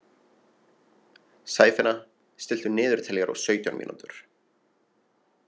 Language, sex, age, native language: Icelandic, male, 20-29, Icelandic